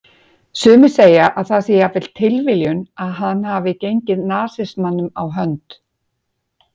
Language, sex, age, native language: Icelandic, female, 50-59, Icelandic